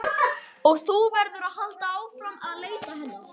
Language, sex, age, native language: Icelandic, male, 12, Icelandic